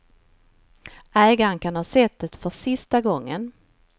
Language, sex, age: Swedish, female, 49